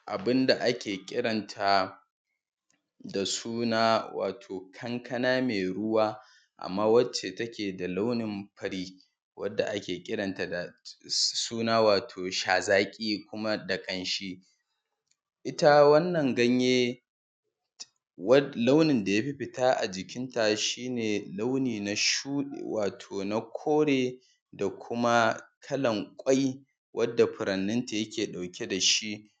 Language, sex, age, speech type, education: Hausa, male, 15-29, spontaneous, tertiary